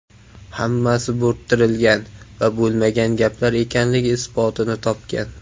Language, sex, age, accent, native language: Uzbek, male, 19-29, Samarqand, Uzbek